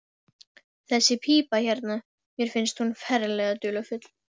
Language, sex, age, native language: Icelandic, female, 12, Icelandic